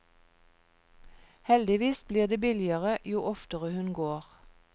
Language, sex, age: Norwegian, female, 46